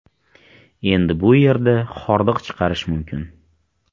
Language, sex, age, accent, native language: Uzbek, male, 18-24, Farg'ona, Uzbek